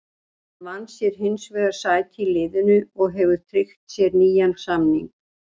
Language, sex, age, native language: Icelandic, female, 60-69, Icelandic